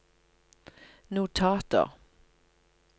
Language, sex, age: Norwegian, female, 57